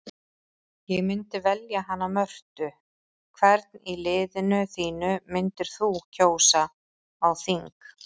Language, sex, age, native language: Icelandic, female, 30-39, Icelandic